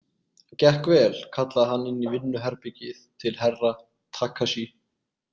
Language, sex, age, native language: Icelandic, male, 20-29, Icelandic